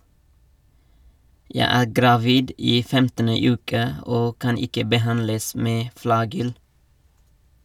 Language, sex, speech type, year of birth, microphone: Norwegian, male, read, 1989, Shure